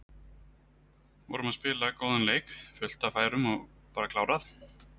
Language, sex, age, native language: Icelandic, male, 30-39, Icelandic